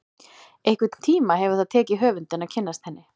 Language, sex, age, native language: Icelandic, female, 40-49, Icelandic